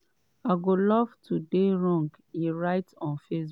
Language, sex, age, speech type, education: Nigerian Pidgin, female, 30-45, spontaneous, tertiary